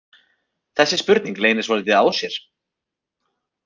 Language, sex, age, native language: Icelandic, male, 30-39, Icelandic